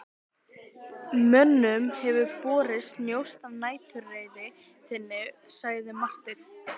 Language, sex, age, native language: Icelandic, female, 12, Icelandic